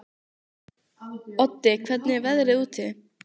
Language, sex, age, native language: Icelandic, female, 15, Icelandic